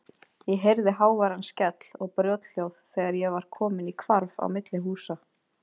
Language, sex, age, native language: Icelandic, female, 20-29, Icelandic